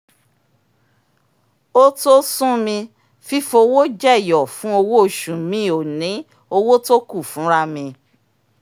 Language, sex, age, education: Yoruba, female, 46-60, tertiary